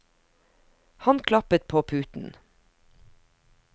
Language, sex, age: Norwegian, female, 50